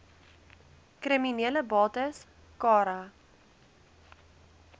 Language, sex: Afrikaans, female